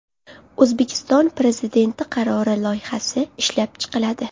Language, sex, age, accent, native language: Uzbek, female, under 19, Qashqadaryo, Uzbek